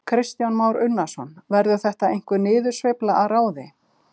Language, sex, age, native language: Icelandic, female, 50-59, Icelandic